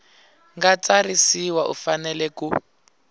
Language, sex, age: Tsonga, male, 20